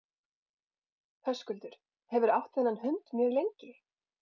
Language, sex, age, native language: Icelandic, female, 40-49, Icelandic